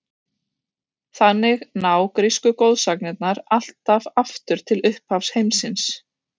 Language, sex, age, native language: Icelandic, female, 30-39, Icelandic